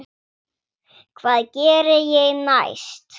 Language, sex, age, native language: Icelandic, female, 7, Swedish